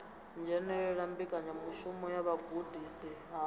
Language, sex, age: Venda, female, 22